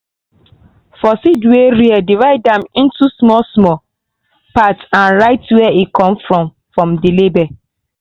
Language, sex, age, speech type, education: Nigerian Pidgin, female, 15-29, spontaneous, tertiary